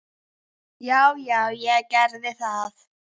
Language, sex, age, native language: Icelandic, female, 10, Icelandic